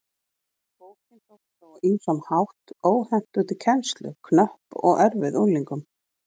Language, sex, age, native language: Icelandic, female, 40-49, Icelandic